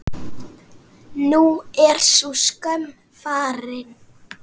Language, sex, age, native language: Icelandic, female, 9, Icelandic